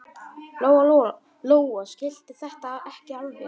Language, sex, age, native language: Icelandic, male, 9, Icelandic